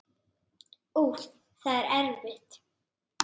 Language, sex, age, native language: Icelandic, female, 8, Icelandic